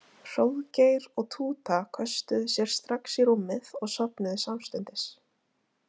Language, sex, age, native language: Icelandic, female, 20-29, Icelandic